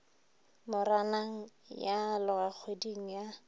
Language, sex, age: Northern Sotho, female, 23